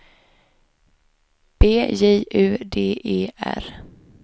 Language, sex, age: Swedish, female, 25